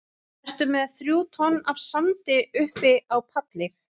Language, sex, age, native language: Icelandic, female, 11, Icelandic